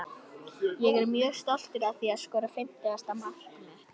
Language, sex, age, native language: Icelandic, female, 18-19, Icelandic